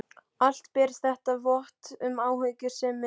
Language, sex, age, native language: Icelandic, male, 12, Icelandic